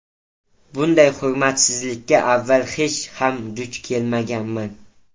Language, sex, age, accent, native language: Uzbek, male, 18-24, Toshkent viloyati, Uzbek